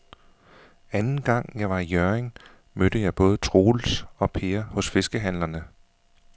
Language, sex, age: Danish, male, 41